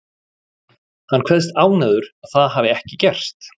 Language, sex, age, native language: Icelandic, male, 40-49, Icelandic